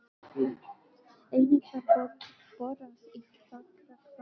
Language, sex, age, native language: Icelandic, female, 12, Icelandic